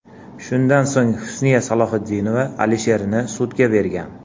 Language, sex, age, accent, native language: Uzbek, male, 40-49, Andijon, Uzbek